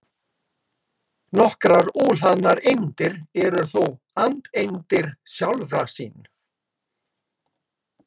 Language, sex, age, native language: Icelandic, male, 60-69, Icelandic